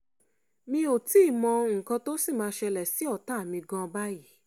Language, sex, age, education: Yoruba, female, 15-29, tertiary